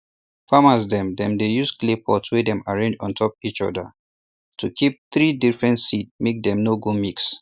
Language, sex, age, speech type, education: Nigerian Pidgin, male, 30-45, spontaneous, tertiary